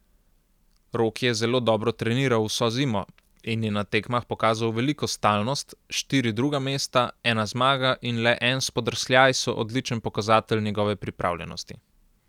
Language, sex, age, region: Slovenian, male, 18-29, Central Slovenia